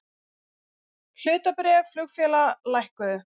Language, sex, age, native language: Icelandic, female, 40-49, Icelandic